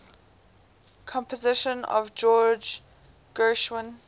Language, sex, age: English, female, 18